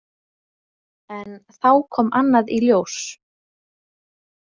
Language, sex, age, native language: Icelandic, female, 20-29, Icelandic